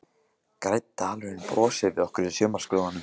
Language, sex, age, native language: Icelandic, male, 15, Icelandic